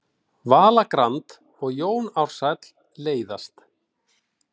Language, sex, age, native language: Icelandic, male, 40-49, Icelandic